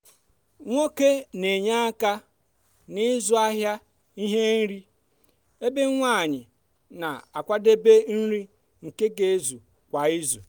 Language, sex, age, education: Igbo, female, 30-45, tertiary